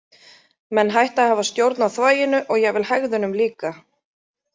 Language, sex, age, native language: Icelandic, female, 30-39, Icelandic